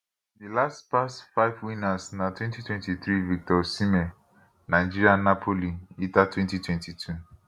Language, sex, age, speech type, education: Nigerian Pidgin, male, 15-29, spontaneous, tertiary